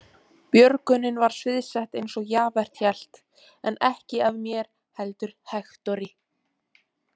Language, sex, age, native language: Icelandic, female, 18-19, Icelandic